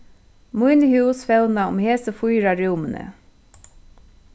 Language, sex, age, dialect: Faroese, female, 36-60, Suðurstreymoy